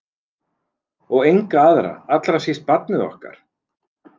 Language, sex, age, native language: Icelandic, male, 40-49, Icelandic